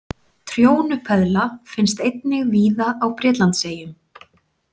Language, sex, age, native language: Icelandic, female, 40-49, Icelandic